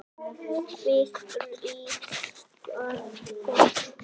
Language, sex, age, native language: Icelandic, male, 8, Icelandic